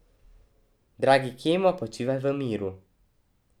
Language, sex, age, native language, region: Slovenian, male, 12-17, Slovenian, Drava region